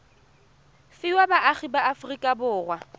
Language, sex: Tswana, female